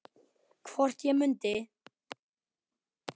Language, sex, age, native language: Icelandic, male, 10, Icelandic